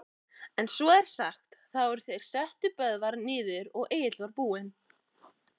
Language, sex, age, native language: Icelandic, female, 18-19, Icelandic